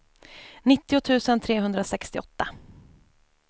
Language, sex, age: Swedish, female, 28